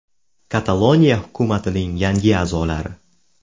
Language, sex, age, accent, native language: Uzbek, male, 18-24, Buxoro, Uzbek